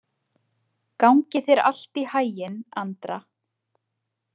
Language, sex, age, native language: Icelandic, female, 20-29, Icelandic